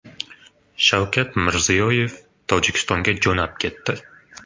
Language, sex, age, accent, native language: Uzbek, male, 25-34, Farg'ona, Uzbek